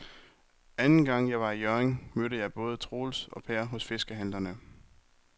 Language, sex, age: Danish, male, 23